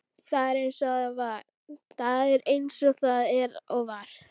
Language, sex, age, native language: Icelandic, female, 12, Icelandic